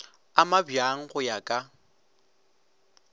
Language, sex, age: Northern Sotho, male, 18